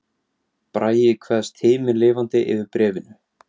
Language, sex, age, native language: Icelandic, male, 17, Icelandic